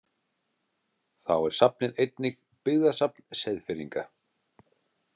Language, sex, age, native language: Icelandic, male, 30-39, Icelandic